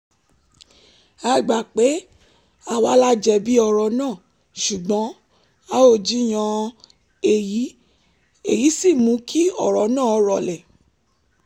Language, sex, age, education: Yoruba, female, 15-29, tertiary